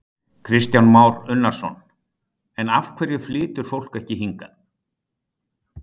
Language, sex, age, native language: Icelandic, male, 60-69, Icelandic